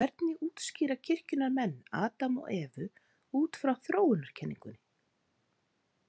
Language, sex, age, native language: Icelandic, female, 40-49, Icelandic